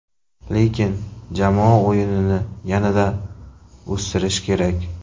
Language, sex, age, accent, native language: Uzbek, male, 18-24, Qashqadaryo, Uzbek